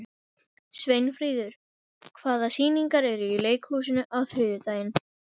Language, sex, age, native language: Icelandic, female, 12, Icelandic